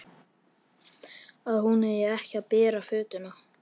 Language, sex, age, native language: Icelandic, male, 13, Icelandic